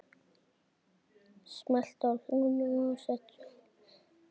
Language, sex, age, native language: Icelandic, male, 7, Icelandic